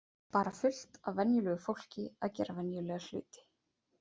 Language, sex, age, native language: Icelandic, female, 30-39, Icelandic